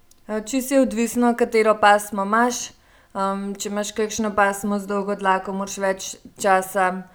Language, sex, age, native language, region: Slovenian, female, 18-29, Slovenian, Gorenjska region